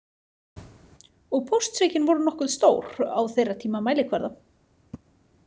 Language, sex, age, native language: Icelandic, female, 30-39, Icelandic